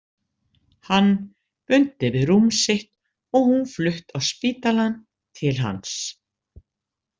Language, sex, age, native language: Icelandic, female, 60-69, Icelandic